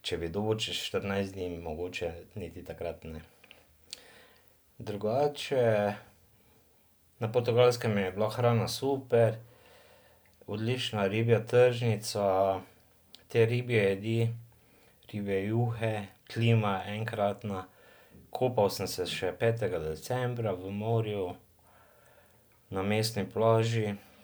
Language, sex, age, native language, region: Slovenian, male, 50-59, Slovenian, Drava region